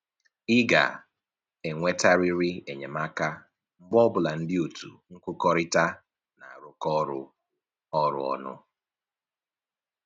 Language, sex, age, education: Igbo, male, 15-29, tertiary